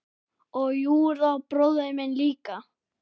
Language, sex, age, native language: Icelandic, male, 9, Icelandic